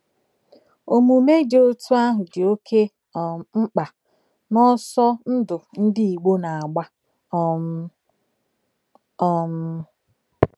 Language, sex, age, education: Igbo, female, 30-45, tertiary